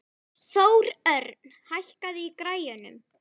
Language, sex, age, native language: Icelandic, female, 11, Icelandic